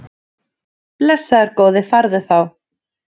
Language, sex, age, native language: Icelandic, female, 30-39, Icelandic